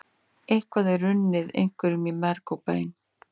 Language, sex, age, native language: Icelandic, female, 40-49, Icelandic